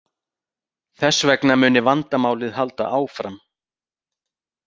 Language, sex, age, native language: Icelandic, male, 40-49, Icelandic